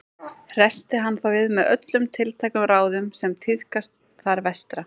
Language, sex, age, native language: Icelandic, female, 20-29, Icelandic